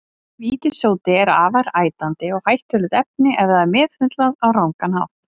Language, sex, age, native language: Icelandic, female, 30-39, Icelandic